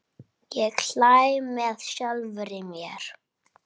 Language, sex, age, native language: Icelandic, male, 8, Icelandic